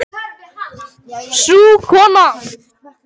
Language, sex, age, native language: Icelandic, female, 18-19, Icelandic